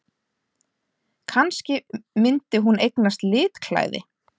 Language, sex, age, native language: Icelandic, female, 30-39, Icelandic